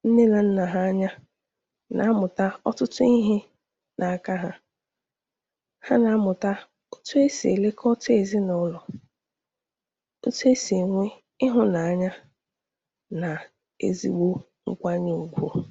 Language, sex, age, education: Igbo, female, 15-29, tertiary